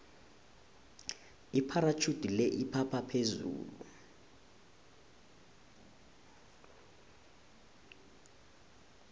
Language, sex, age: South Ndebele, male, 20